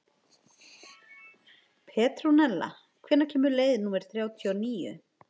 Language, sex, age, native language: Icelandic, female, 12, Icelandic